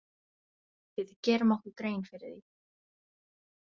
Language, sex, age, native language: Icelandic, female, 18-19, Icelandic